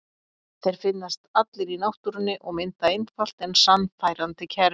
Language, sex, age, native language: Icelandic, female, 50-59, Icelandic